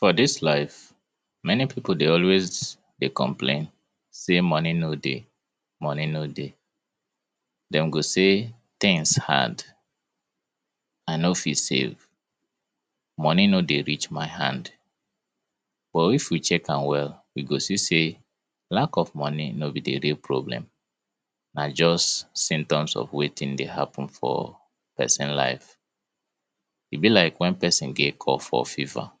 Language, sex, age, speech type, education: Nigerian Pidgin, male, 30-45, spontaneous, tertiary